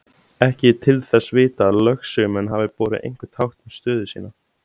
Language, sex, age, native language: Icelandic, male, 17, Icelandic